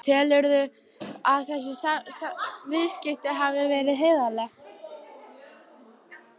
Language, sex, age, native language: Icelandic, female, 12, Icelandic